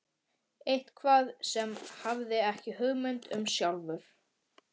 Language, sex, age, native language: Icelandic, male, 12, Icelandic